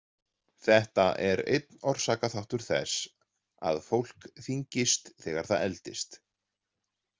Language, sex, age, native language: Icelandic, male, 40-49, Icelandic